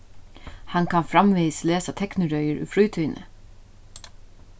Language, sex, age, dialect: Faroese, female, 36-60, Norðuroyggjar